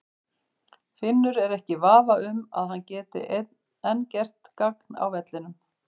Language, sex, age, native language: Icelandic, female, 50-59, Icelandic